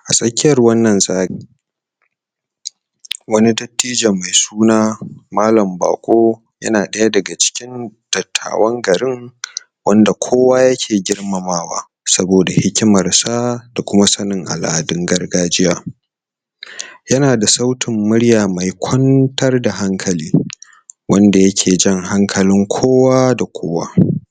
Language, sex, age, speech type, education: Hausa, male, 30-45, spontaneous, tertiary